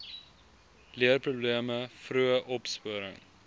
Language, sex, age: Afrikaans, male, 19